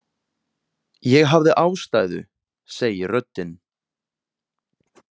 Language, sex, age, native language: Icelandic, male, 20-29, Icelandic